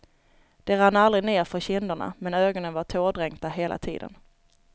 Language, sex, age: Swedish, female, 29